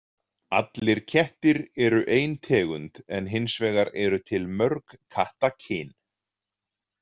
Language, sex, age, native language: Icelandic, male, 40-49, Icelandic